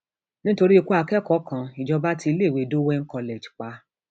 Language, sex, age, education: Yoruba, female, 46-60, tertiary